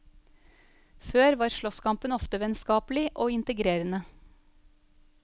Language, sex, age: Norwegian, female, 35